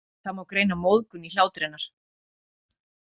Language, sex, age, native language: Icelandic, female, 40-49, Icelandic